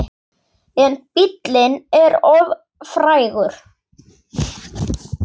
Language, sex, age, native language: Icelandic, male, 8, Icelandic